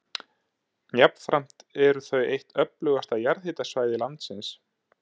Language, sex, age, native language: Icelandic, male, 30-39, Icelandic